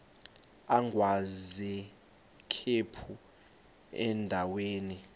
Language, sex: Xhosa, male